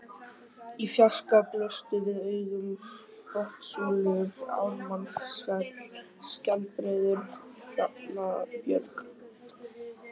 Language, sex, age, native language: Icelandic, male, 12, Icelandic